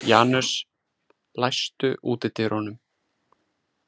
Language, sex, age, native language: Icelandic, male, 30-39, Icelandic